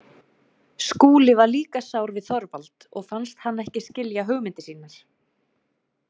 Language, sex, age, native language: Icelandic, female, 30-39, Icelandic